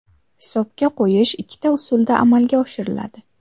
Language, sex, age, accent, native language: Uzbek, female, 12-17, Samarqand, Uzbek